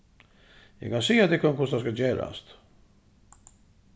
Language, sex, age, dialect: Faroese, male, 36-60, Suðuroy